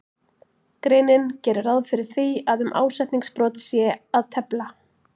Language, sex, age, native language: Icelandic, female, 40-49, Icelandic